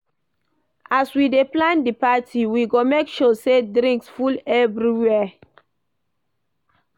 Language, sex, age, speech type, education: Nigerian Pidgin, female, 46-60, read, primary